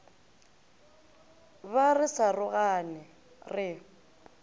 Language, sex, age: Northern Sotho, female, 18